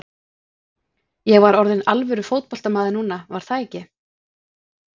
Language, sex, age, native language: Icelandic, female, 40-49, Icelandic